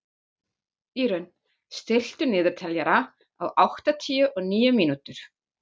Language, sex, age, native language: Icelandic, female, 40-49, German